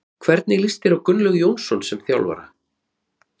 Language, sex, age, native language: Icelandic, male, 30-39, Icelandic